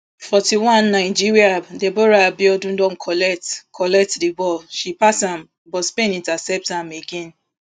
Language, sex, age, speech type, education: Nigerian Pidgin, female, 30-45, spontaneous, tertiary